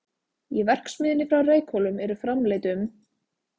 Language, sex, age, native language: Icelandic, female, 20-29, Icelandic